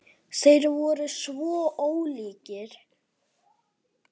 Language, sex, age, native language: Icelandic, male, 10, Icelandic